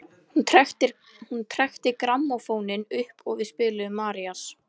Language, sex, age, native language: Icelandic, female, 11, Icelandic